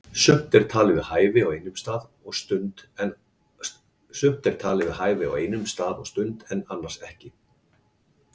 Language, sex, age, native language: Icelandic, male, 40-49, Icelandic